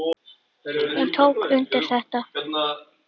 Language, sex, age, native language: Icelandic, female, 10, Icelandic